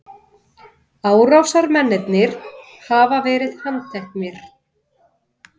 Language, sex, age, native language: Icelandic, female, 30-39, Icelandic